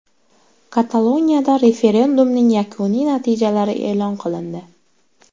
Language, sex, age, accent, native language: Uzbek, female, 18-24, Sirdaryo, Uzbek